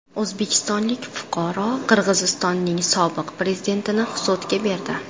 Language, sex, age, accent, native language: Uzbek, female, 18-24, Qashqadaryo, Uzbek